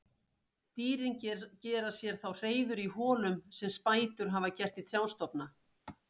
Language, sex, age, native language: Icelandic, female, 60-69, Icelandic